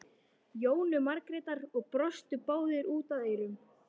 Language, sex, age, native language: Icelandic, female, 13, Icelandic